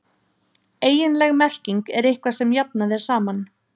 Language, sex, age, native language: Icelandic, female, 30-39, Icelandic